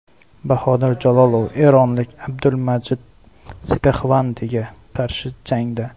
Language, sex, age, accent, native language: Uzbek, male, 18-24, Xorazm, Uzbek